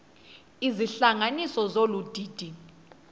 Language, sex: Xhosa, female